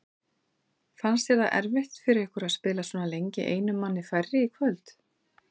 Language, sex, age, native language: Icelandic, female, 40-49, Icelandic